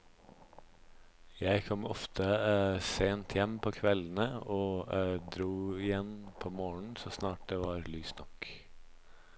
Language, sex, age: Norwegian, male, 26